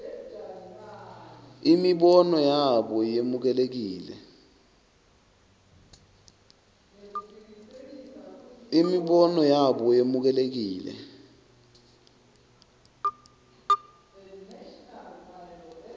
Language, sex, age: Swati, male, 23